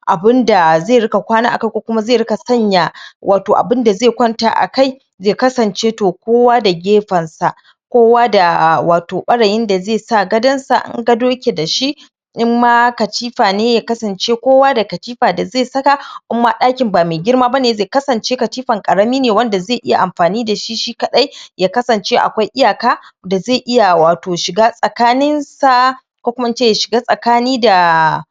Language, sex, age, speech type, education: Hausa, male, 15-29, spontaneous, primary